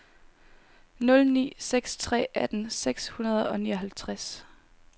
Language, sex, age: Danish, female, 19